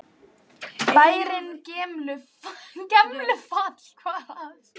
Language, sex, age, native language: Icelandic, female, 18-19, Icelandic